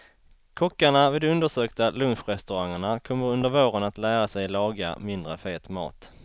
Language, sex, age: Swedish, male, 33